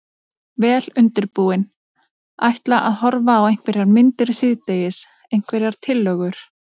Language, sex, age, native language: Icelandic, female, 30-39, Icelandic